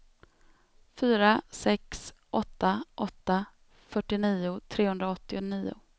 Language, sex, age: Swedish, female, 32